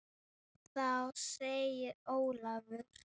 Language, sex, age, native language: Icelandic, female, 9, Icelandic